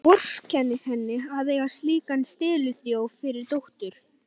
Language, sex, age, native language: Icelandic, male, 12, Icelandic